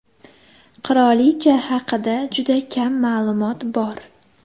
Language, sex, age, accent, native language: Uzbek, female, 18-24, Sirdaryo, Uzbek